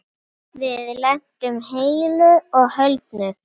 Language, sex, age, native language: Icelandic, female, 9, Icelandic